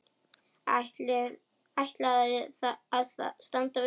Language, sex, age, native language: Icelandic, female, 10, Icelandic